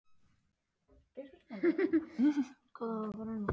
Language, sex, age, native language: Icelandic, female, 30-39, Icelandic